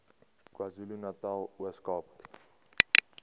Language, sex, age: Afrikaans, male, 18